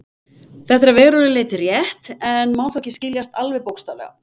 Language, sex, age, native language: Icelandic, female, 50-59, Icelandic